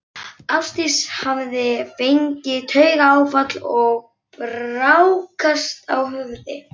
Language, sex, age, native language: Icelandic, male, 11, Icelandic